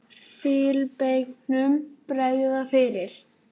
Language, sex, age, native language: Icelandic, male, 18-19, Icelandic